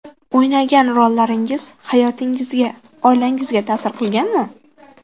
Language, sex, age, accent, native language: Uzbek, female, 12-17, Qashqadaryo, Uzbek